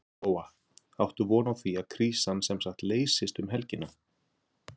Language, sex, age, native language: Icelandic, male, 40-49, Icelandic